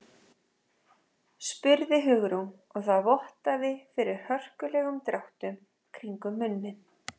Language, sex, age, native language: Icelandic, male, 12, Icelandic